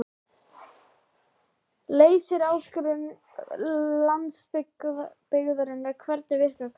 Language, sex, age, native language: Icelandic, female, 12, Icelandic